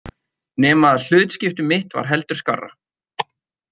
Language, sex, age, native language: Icelandic, male, 30-39, Icelandic